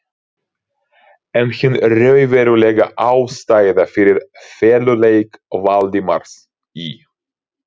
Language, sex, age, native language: Icelandic, male, 30-39, Ukrainian